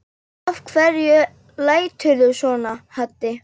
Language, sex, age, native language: Icelandic, female, 8, Icelandic